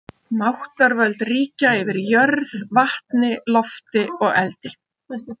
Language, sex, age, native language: Icelandic, female, 50-59, Icelandic